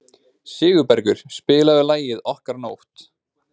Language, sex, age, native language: Icelandic, male, 20-29, Icelandic